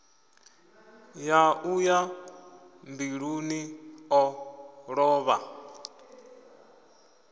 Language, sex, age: Venda, male, 25